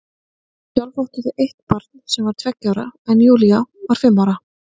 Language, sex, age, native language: Icelandic, female, 30-39, Icelandic